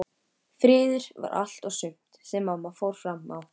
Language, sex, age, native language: Icelandic, female, 14, Icelandic